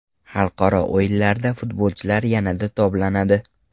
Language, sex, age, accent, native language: Uzbek, male, 18-24, Farg'ona, Uzbek